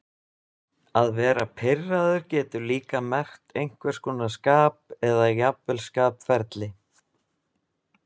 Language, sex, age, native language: Icelandic, male, 20-29, Icelandic